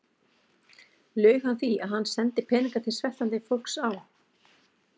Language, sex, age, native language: Icelandic, female, 40-49, Icelandic